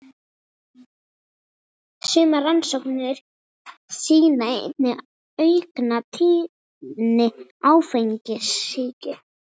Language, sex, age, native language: Icelandic, female, 40-49, Icelandic